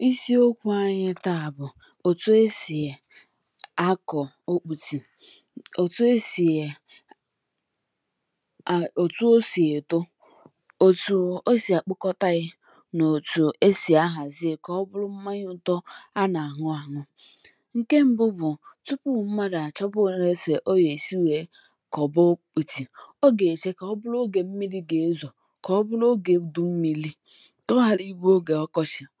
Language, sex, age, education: Igbo, female, 15-29, tertiary